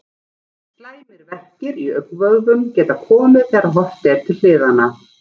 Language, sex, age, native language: Icelandic, female, 40-49, Icelandic